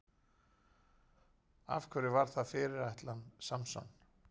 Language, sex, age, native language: Icelandic, male, 40-49, Icelandic